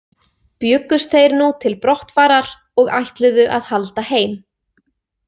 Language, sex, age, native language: Icelandic, female, 20-29, Icelandic